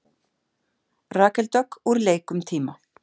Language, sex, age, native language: Icelandic, female, 50-59, Icelandic